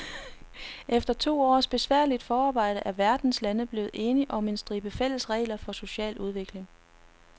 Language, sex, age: Danish, female, 33